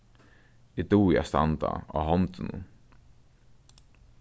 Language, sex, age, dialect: Faroese, male, 15-35, Norðurstreymoy/Eysturoy